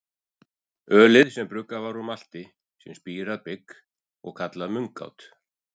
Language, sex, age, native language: Icelandic, female, 40-49, Icelandic